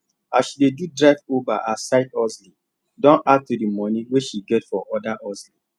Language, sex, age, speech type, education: Nigerian Pidgin, male, 15-29, spontaneous, tertiary